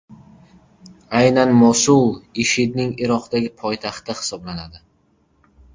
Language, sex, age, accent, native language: Uzbek, male, 12-17, Jizzax, Uzbek